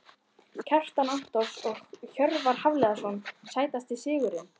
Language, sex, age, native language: Icelandic, female, 14, Icelandic